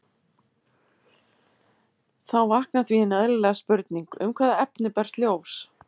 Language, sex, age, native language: Icelandic, female, 50-59, Icelandic